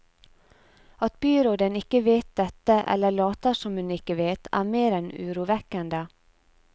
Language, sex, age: Norwegian, female, 34